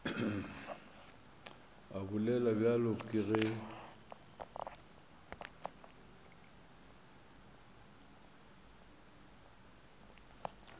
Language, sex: Northern Sotho, male